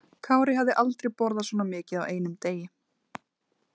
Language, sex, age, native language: Icelandic, female, 20-29, Icelandic